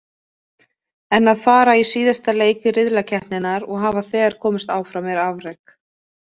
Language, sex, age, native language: Icelandic, female, 20-29, Icelandic